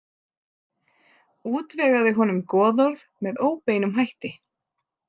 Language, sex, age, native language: Icelandic, female, 30-39, Icelandic